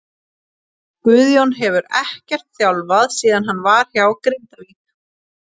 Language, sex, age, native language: Icelandic, female, 30-39, Icelandic